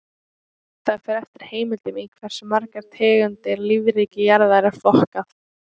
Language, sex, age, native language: Icelandic, female, 18-19, Icelandic